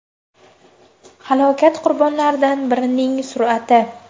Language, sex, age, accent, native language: Uzbek, female, under 19, Toshkent shahri, Uzbek